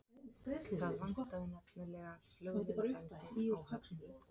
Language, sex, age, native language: Icelandic, female, 30-39, Icelandic